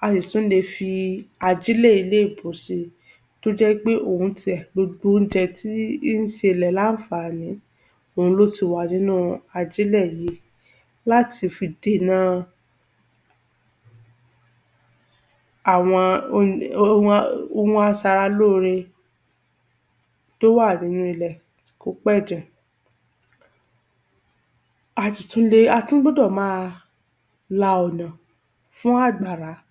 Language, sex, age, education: Yoruba, female, 15-29, tertiary